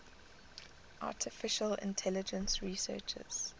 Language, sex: English, female